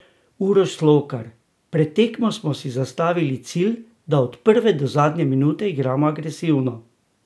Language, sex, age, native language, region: Slovenian, male, 60+, Slovenian, Drava region